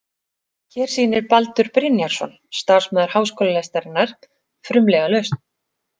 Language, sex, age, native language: Icelandic, female, 40-49, Icelandic